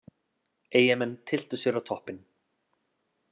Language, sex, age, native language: Icelandic, male, 30-39, Icelandic